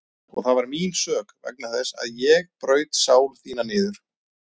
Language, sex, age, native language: Icelandic, male, 30-39, Icelandic